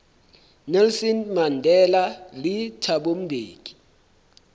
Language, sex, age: Southern Sotho, male, 23